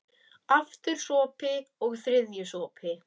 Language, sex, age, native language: Icelandic, male, 10, Icelandic